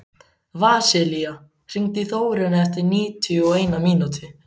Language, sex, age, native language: Icelandic, male, 14, Icelandic